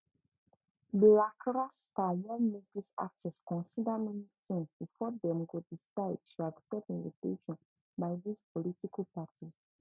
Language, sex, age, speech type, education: Nigerian Pidgin, female, 15-29, spontaneous, tertiary